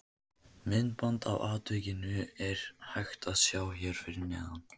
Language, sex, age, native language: Icelandic, male, 18-19, Icelandic